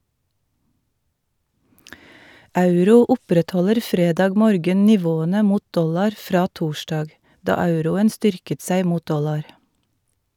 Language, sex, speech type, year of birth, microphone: Norwegian, female, read, 1962, Shure